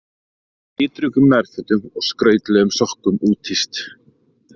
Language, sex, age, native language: Icelandic, male, 30-39, Icelandic